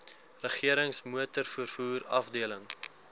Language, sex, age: Afrikaans, male, 19